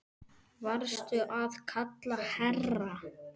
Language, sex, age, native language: Icelandic, male, 10, Icelandic